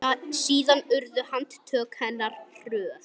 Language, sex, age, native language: Icelandic, male, 9, Icelandic